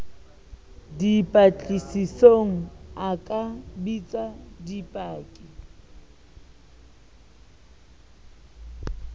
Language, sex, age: Southern Sotho, female, 30